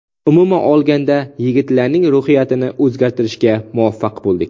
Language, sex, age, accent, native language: Uzbek, male, 19-29, Samarqand, Uzbek